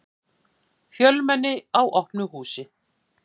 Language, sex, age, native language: Icelandic, female, 50-59, Icelandic